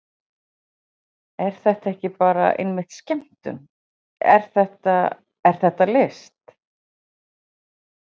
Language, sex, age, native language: Icelandic, female, 40-49, Icelandic